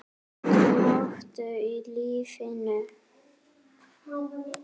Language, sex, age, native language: Icelandic, female, 7, Icelandic